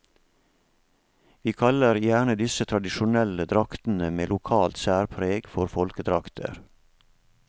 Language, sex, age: Norwegian, male, 47